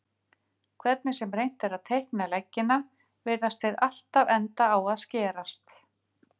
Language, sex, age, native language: Icelandic, female, 50-59, Icelandic